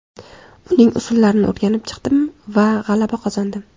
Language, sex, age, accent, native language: Uzbek, female, 18-24, Samarqand, Uzbek